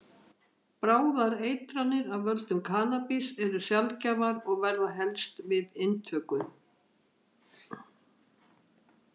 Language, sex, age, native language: Icelandic, female, 50-59, Icelandic